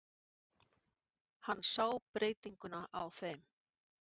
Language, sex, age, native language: Icelandic, female, 50-59, Icelandic